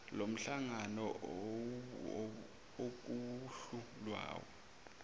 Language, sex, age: Zulu, male, 23